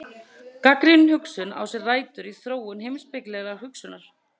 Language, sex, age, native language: Icelandic, female, 30-39, Icelandic